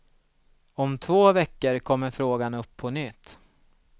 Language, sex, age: Swedish, male, 36